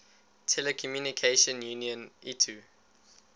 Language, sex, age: English, male, 19